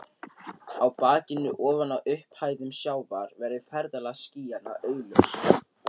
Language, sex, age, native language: Icelandic, male, 13, Icelandic